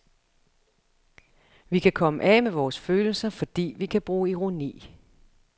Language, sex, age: Danish, female, 35